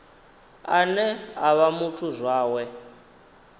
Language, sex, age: Venda, male, 19